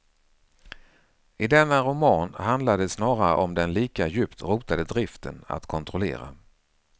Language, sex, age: Swedish, male, 49